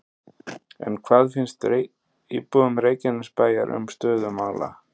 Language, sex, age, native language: Icelandic, male, 30-39, Icelandic